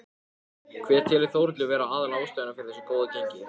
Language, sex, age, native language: Icelandic, male, 14, Icelandic